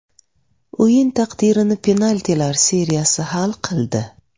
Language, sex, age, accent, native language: Uzbek, female, 25-34, Buxoro, Uzbek